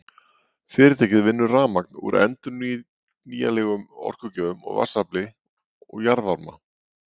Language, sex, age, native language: Icelandic, male, 40-49, Icelandic